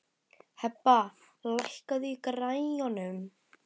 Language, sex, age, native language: Icelandic, female, 12, Icelandic